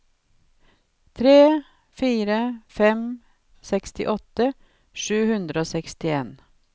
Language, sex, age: Norwegian, female, 52